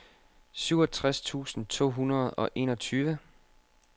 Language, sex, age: Danish, male, 25